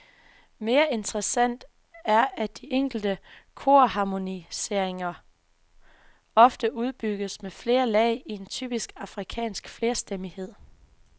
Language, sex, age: Danish, female, 24